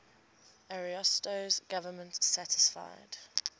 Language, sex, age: English, female, 20